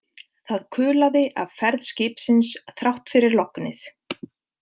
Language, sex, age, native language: Icelandic, female, 50-59, Icelandic